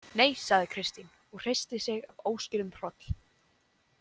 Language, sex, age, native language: Icelandic, female, 20-29, Icelandic